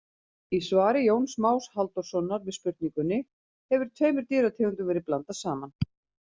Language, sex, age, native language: Icelandic, female, 50-59, Icelandic